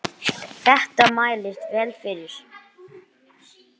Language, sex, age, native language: Icelandic, male, 9, English